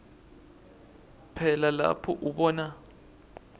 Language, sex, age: Swati, male, 20